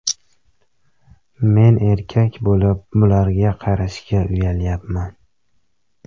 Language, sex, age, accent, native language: Uzbek, male, 18-24, Farg'ona, Uzbek